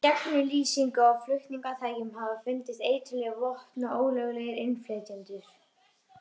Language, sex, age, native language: Icelandic, female, 30-39, Icelandic